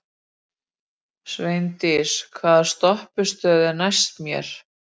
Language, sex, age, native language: Icelandic, female, 40-49, Icelandic